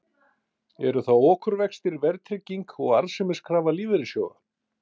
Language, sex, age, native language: Icelandic, male, 50-59, Icelandic